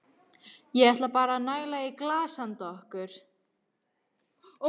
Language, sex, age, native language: Icelandic, female, 13, Icelandic